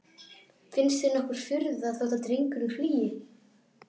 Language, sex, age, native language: Icelandic, female, 12, Icelandic